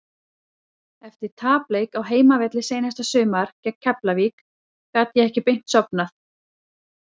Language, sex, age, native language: Icelandic, female, 30-39, Icelandic